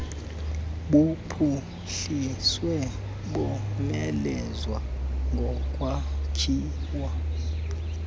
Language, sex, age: Xhosa, male, 19